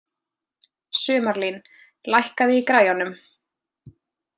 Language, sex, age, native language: Icelandic, female, 20-29, Icelandic